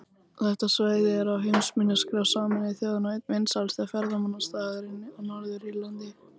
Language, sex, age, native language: Icelandic, female, 18-19, Icelandic